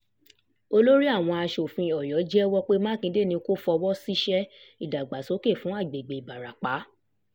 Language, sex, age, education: Yoruba, female, 15-29, tertiary